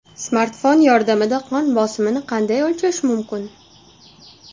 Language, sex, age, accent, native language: Uzbek, female, 19-29, Toshkent shahri, Uzbek